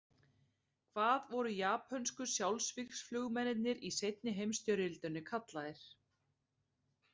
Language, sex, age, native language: Icelandic, female, 30-39, Icelandic